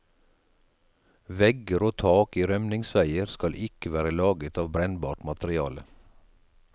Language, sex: Norwegian, male